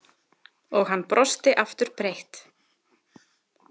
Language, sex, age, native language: Icelandic, female, 30-39, Icelandic